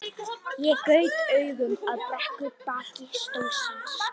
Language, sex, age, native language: Icelandic, female, 13, Icelandic